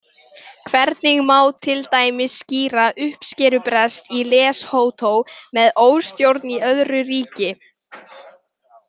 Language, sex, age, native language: Icelandic, male, 18-19, Icelandic